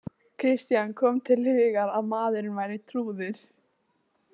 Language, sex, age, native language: Icelandic, female, 15, Icelandic